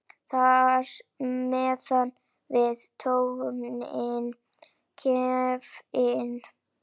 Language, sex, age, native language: Icelandic, female, 9, Icelandic